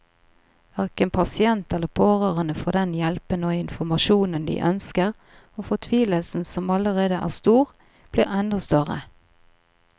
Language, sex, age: Norwegian, female, 38